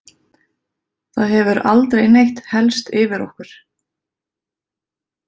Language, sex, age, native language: Icelandic, female, 30-39, Icelandic